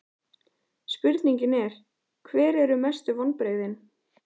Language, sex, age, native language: Icelandic, female, 14, Icelandic